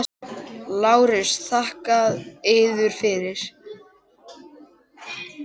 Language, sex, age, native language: Icelandic, male, 10, Icelandic